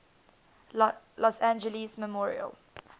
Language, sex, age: English, female, 19